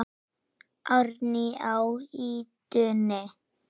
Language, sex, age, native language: Icelandic, female, 6, Icelandic